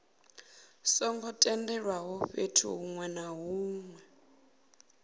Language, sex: Venda, female